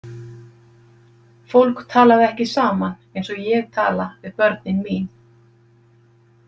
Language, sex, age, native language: Icelandic, female, 50-59, Icelandic